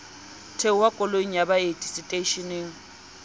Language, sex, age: Southern Sotho, female, 27